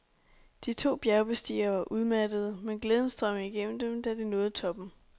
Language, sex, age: Danish, female, 26